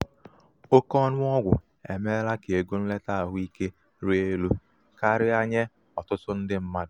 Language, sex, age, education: Igbo, male, 15-29, tertiary